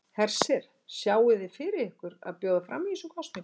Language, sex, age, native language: Icelandic, female, 60-69, Icelandic